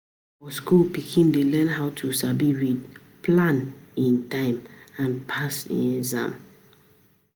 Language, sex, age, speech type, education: Nigerian Pidgin, female, 30-45, spontaneous, tertiary